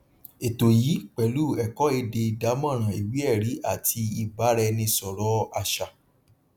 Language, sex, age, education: Yoruba, male, 30-45, tertiary